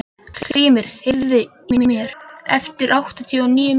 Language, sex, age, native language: Icelandic, male, 11, Icelandic